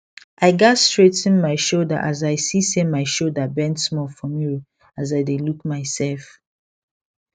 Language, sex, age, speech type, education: Nigerian Pidgin, female, 15-29, spontaneous, secondary